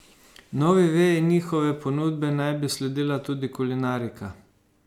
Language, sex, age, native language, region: Slovenian, male, 50-59, Slovenian, Savinja region